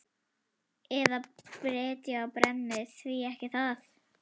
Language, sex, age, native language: Icelandic, female, 11, Icelandic